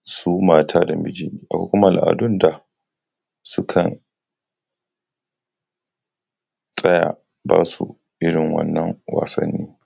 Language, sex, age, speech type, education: Hausa, male, 15-29, spontaneous, tertiary